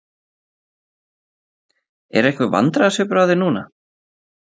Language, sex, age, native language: Icelandic, male, 30-39, Icelandic